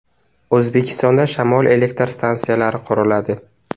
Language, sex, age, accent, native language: Uzbek, male, under 19, Navoiy, Uzbek